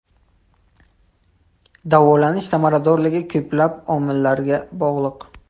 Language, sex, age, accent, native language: Uzbek, male, 18-24, Toshkent shahri, Uzbek